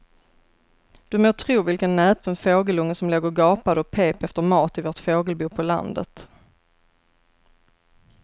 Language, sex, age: Swedish, female, 33